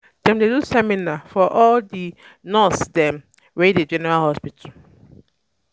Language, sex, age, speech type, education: Nigerian Pidgin, female, 15-29, spontaneous, tertiary